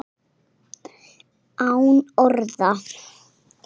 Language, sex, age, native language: Icelandic, female, 5, Icelandic